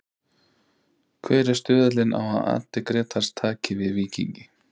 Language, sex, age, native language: Icelandic, male, 30-39, Icelandic